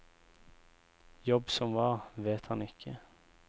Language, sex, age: Norwegian, male, 24